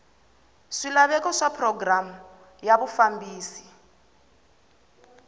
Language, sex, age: Tsonga, female, 20